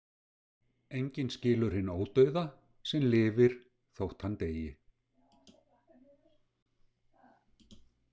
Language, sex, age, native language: Icelandic, male, 60-69, Icelandic